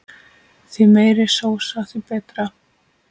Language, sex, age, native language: Icelandic, female, 8, Icelandic